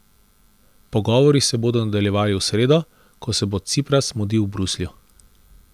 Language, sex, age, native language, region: Slovenian, male, 30-49, Slovenian, Central Slovenia